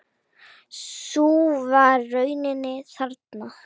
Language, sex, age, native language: Icelandic, female, 9, Icelandic